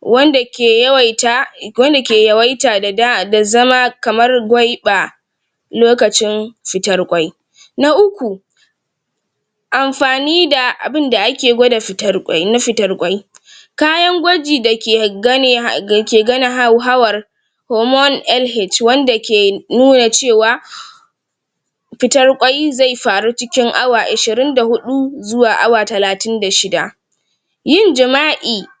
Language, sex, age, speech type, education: Hausa, female, 46-60, spontaneous, tertiary